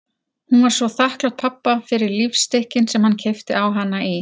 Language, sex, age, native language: Icelandic, female, 40-49, Icelandic